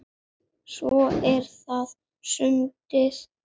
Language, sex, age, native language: Icelandic, male, 8, Icelandic